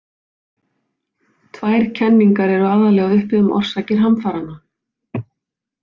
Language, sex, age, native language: Icelandic, female, 50-59, Icelandic